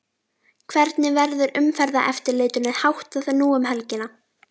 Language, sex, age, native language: Icelandic, female, 12, Icelandic